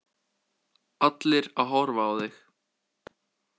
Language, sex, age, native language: Icelandic, male, 18-19, Icelandic